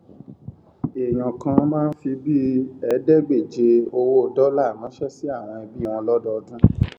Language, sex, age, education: Yoruba, male, 15-29, tertiary